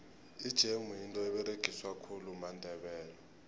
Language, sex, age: South Ndebele, male, 20